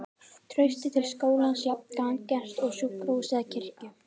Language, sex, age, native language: Icelandic, female, 13, Icelandic